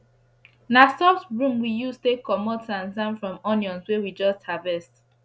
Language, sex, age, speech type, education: Nigerian Pidgin, female, 15-29, spontaneous, secondary